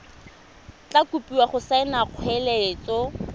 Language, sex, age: Tswana, female, 25